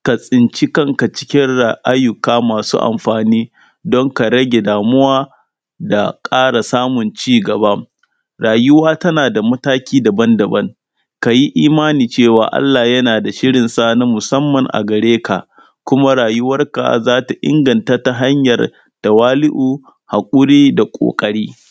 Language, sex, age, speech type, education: Hausa, female, 15-29, spontaneous, secondary